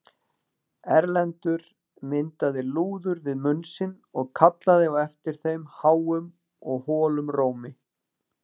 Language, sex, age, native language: Icelandic, male, 40-49, Icelandic